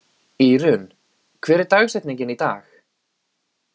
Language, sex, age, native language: Icelandic, male, 20-29, Icelandic